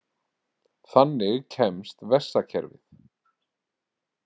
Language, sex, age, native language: Icelandic, male, 40-49, Icelandic